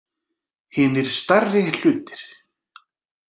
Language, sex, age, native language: Icelandic, male, 40-49, Icelandic